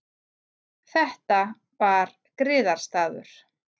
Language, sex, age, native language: Icelandic, female, 40-49, Icelandic